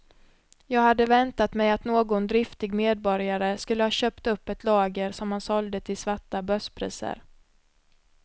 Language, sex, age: Swedish, female, 26